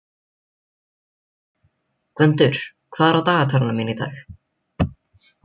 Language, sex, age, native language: Icelandic, other, 20-29, Icelandic